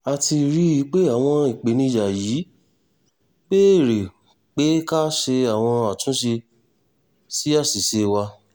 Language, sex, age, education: Yoruba, male, 15-29, tertiary